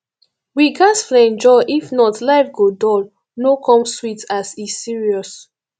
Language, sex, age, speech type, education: Nigerian Pidgin, female, 15-29, spontaneous, tertiary